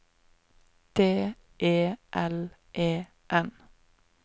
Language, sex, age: Norwegian, female, 25